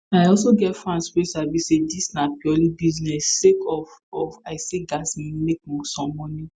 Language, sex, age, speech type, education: Nigerian Pidgin, female, 15-29, spontaneous, tertiary